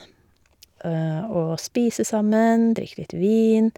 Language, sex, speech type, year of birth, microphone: Norwegian, female, spontaneous, 1972, Shure